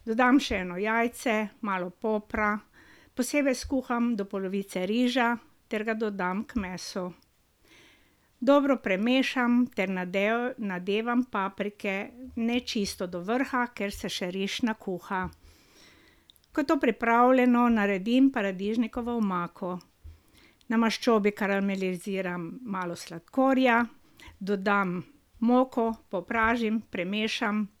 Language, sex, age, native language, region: Slovenian, female, 60+, Slovenian, Drava region